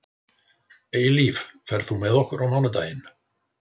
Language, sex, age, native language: Icelandic, male, 60-69, Icelandic